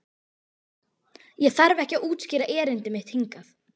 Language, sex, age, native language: Icelandic, female, 12, Icelandic